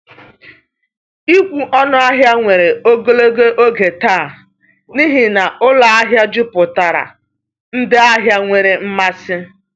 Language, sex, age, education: Igbo, female, 30-45, tertiary